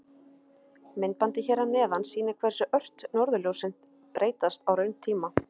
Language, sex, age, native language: Icelandic, female, 30-39, Icelandic